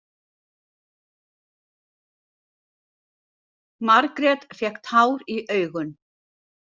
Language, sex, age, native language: Icelandic, female, 60-69, Icelandic